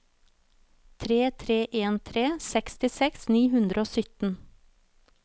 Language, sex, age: Norwegian, female, 36